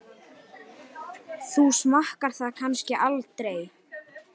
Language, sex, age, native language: Icelandic, male, 9, Icelandic